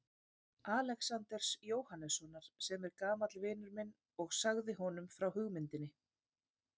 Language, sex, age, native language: Icelandic, female, 30-39, Icelandic